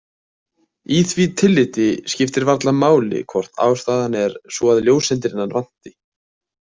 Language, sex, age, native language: Icelandic, male, 20-29, Icelandic